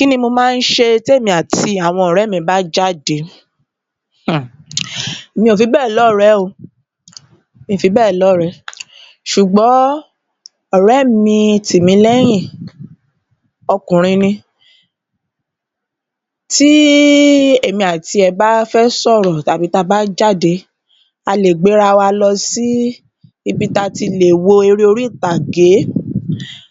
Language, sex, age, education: Yoruba, female, 30-45, tertiary